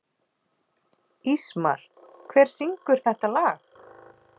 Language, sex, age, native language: Icelandic, female, 40-49, Icelandic